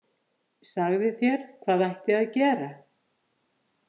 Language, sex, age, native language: Icelandic, female, 50-59, Icelandic